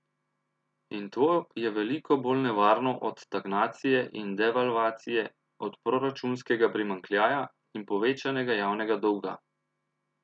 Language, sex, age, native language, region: Slovenian, male, 30-49, Slovenian, Central Slovenia